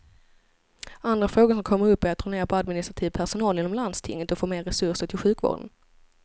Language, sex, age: Swedish, female, 25